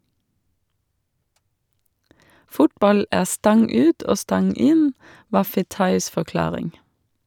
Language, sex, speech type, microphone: Norwegian, female, read, Shure